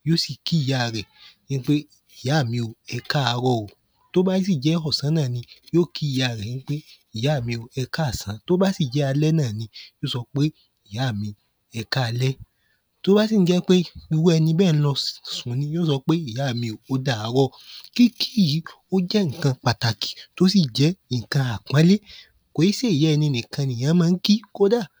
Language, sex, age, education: Yoruba, male, 15-29, tertiary